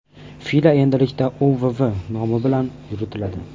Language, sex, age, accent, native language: Uzbek, male, 18-24, Farg'ona, Uzbek